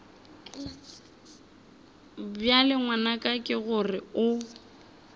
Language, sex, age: Northern Sotho, female, 30